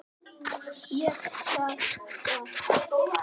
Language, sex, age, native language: Icelandic, male, 8, Icelandic